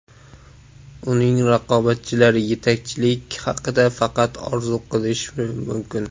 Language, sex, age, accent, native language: Uzbek, male, 19-29, Samarqand, Uzbek